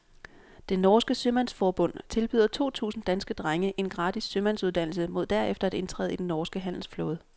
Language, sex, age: Danish, female, 26